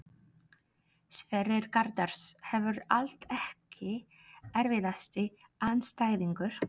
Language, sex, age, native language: Icelandic, female, 30-39, Polish